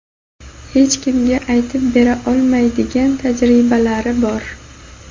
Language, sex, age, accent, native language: Uzbek, female, 19-29, Buxoro, Uzbek